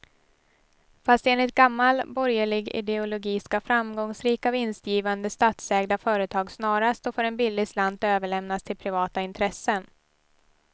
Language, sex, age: Swedish, female, 18